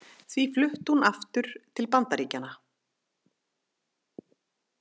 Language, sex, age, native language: Icelandic, female, 30-39, Icelandic